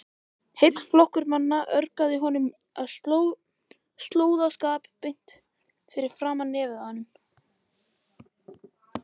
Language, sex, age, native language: Icelandic, male, 18-19, Icelandic